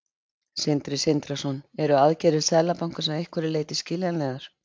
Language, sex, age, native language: Icelandic, female, 20-29, Icelandic